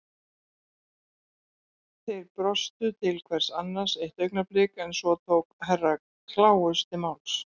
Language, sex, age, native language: Icelandic, female, 60-69, Icelandic